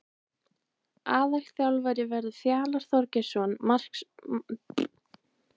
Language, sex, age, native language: Icelandic, female, 20-29, Icelandic